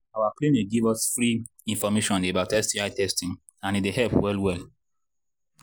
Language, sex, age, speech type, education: Nigerian Pidgin, male, 30-45, spontaneous, tertiary